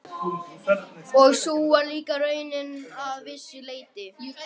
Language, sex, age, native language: Icelandic, male, 12, Icelandic